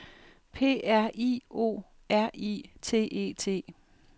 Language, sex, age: Danish, female, 58